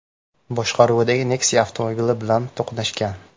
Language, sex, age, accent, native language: Uzbek, male, 19-29, Namangan, Uzbek